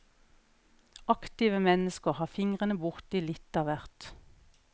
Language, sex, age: Norwegian, female, 41